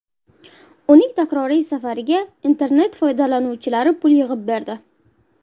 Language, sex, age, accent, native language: Uzbek, female, 19-29, Buxoro, Uzbek